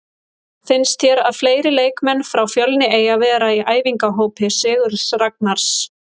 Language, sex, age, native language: Icelandic, female, 30-39, Icelandic